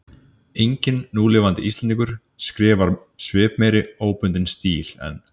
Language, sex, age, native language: Icelandic, male, 30-39, Icelandic